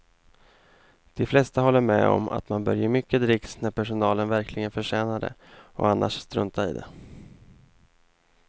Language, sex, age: Swedish, male, 28